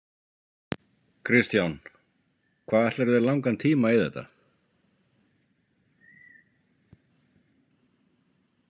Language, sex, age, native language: Icelandic, male, 50-59, Icelandic